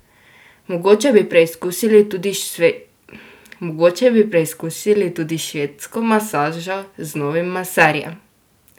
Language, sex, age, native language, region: Slovenian, female, 12-17, Slovenian, Drava region